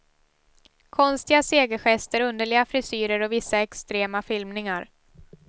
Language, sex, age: Swedish, female, 18